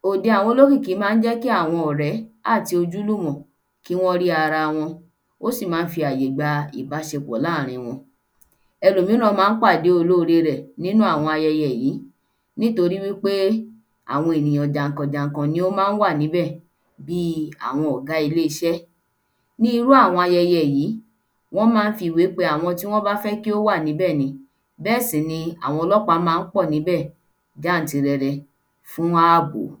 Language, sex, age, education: Yoruba, female, 15-29, tertiary